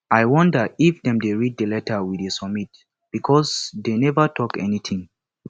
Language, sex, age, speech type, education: Nigerian Pidgin, male, 15-29, spontaneous, tertiary